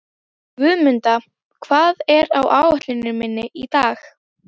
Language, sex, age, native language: Icelandic, female, 12, Icelandic